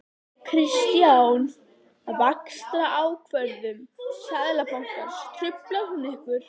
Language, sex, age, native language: Icelandic, female, 11, Icelandic